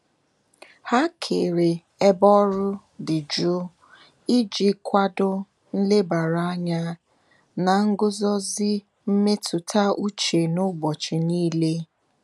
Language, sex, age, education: Igbo, female, 15-29, tertiary